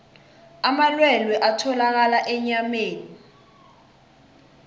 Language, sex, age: South Ndebele, female, 21